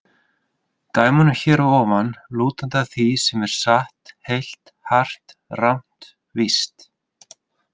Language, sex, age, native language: Icelandic, male, 30-39, Icelandic